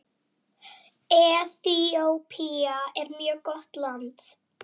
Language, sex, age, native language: Icelandic, female, 9, Icelandic